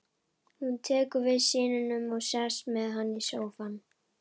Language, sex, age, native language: Icelandic, female, 11, Icelandic